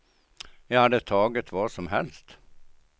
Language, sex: Swedish, male